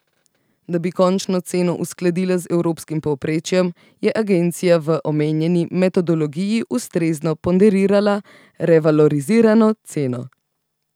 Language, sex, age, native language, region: Slovenian, female, 18-29, Slovenian, Central Slovenia